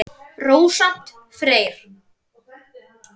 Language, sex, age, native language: Icelandic, female, 10, Icelandic